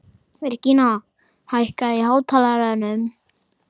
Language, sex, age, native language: Icelandic, female, 30-39, Icelandic